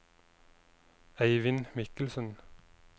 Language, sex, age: Norwegian, male, 29